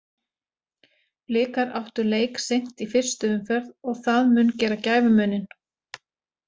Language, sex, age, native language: Icelandic, female, 40-49, Icelandic